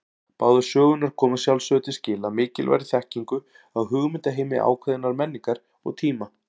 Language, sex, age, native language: Icelandic, male, 40-49, Icelandic